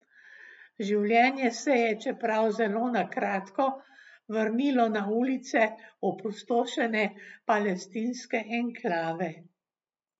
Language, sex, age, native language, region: Slovenian, female, 60+, Slovenian, Gorenjska region